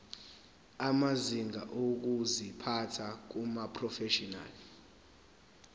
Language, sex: Zulu, male